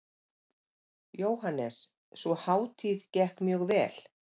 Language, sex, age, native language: Icelandic, female, 50-59, Icelandic